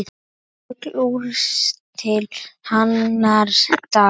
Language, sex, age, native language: Icelandic, male, 10, Icelandic